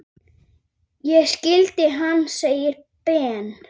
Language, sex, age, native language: Icelandic, male, 8, Icelandic